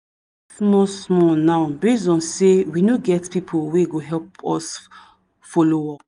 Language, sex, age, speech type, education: Nigerian Pidgin, female, 30-45, spontaneous, tertiary